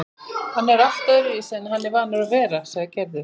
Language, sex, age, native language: Icelandic, female, 40-49, Icelandic